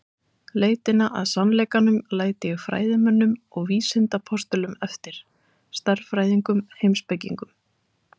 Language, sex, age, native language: Icelandic, female, 30-39, Icelandic